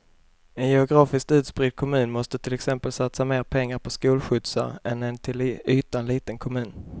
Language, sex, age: Swedish, male, 21